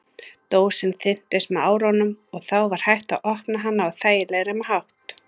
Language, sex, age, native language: Icelandic, female, 30-39, Icelandic